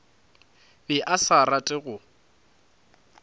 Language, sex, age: Northern Sotho, male, 20